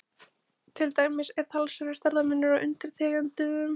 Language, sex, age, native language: Icelandic, female, 20-29, Icelandic